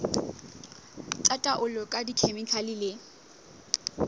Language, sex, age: Southern Sotho, female, 19